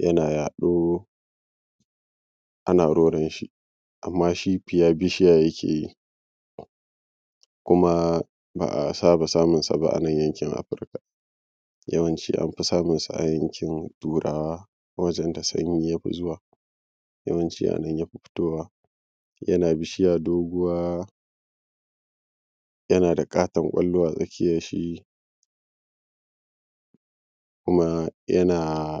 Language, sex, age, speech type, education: Hausa, male, 15-29, spontaneous, primary